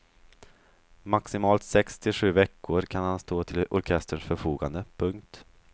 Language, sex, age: Swedish, male, 23